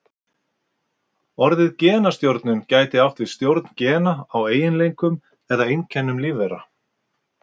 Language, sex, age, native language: Icelandic, male, 50-59, Icelandic